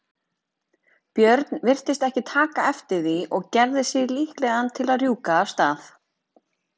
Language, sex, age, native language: Icelandic, female, 30-39, Icelandic